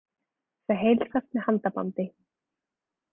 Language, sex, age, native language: Icelandic, female, 20-29, Icelandic